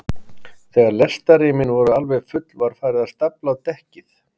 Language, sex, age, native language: Icelandic, male, 50-59, Icelandic